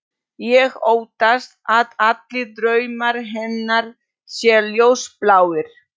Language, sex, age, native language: Icelandic, female, 40-49, Polish